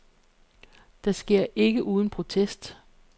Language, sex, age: Danish, female, 48